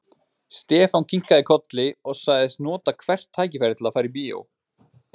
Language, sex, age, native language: Icelandic, male, 20-29, Icelandic